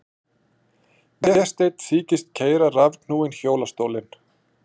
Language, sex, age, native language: Icelandic, male, 40-49, Icelandic